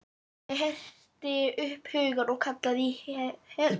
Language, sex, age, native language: Icelandic, female, 12, Icelandic